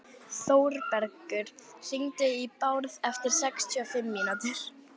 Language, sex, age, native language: Icelandic, female, 11, Icelandic